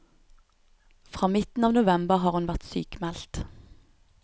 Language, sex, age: Norwegian, female, 29